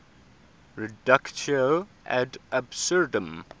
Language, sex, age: English, male, 24